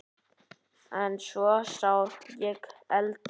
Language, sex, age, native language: Icelandic, male, 9, Icelandic